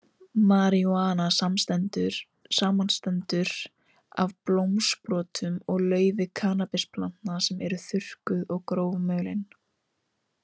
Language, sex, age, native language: Icelandic, female, 18-19, Icelandic